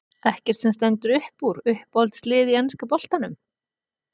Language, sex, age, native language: Icelandic, female, 30-39, Icelandic